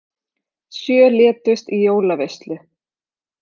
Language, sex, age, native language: Icelandic, female, 30-39, Icelandic